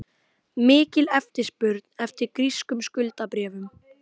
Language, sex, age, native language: Icelandic, female, 18-19, Icelandic